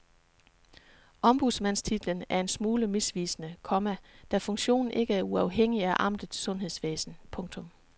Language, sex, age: Danish, female, 36